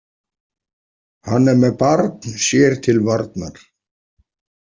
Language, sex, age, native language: Icelandic, male, 40-49, Icelandic